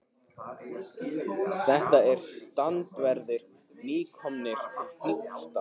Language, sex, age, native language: Icelandic, male, 15, Icelandic